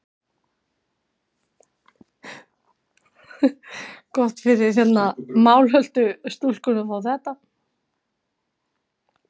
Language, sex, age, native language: Icelandic, female, 50-59, Icelandic